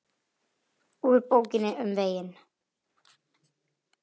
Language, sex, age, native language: Icelandic, female, 9, Icelandic